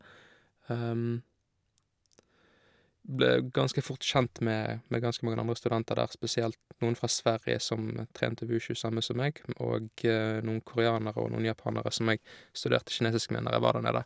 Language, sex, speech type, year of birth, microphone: Norwegian, male, spontaneous, 1987, Shure